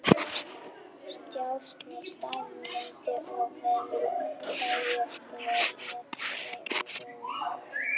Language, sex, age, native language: Icelandic, female, 11, German